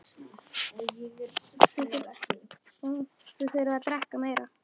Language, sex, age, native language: Icelandic, male, 10, Icelandic